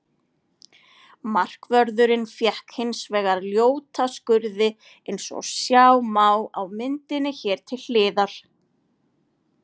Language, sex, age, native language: Icelandic, female, 40-49, Icelandic